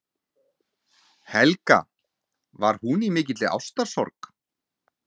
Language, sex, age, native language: Icelandic, male, 40-49, Icelandic